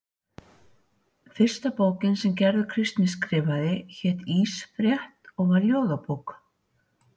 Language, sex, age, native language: Icelandic, female, 60-69, Icelandic